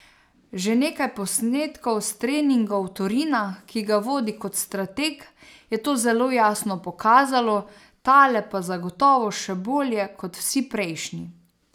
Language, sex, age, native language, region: Slovenian, female, 30-49, Slovenian, Savinja region